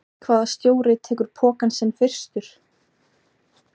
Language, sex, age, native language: Icelandic, female, 20-29, Icelandic